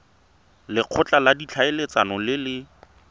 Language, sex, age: Tswana, male, 23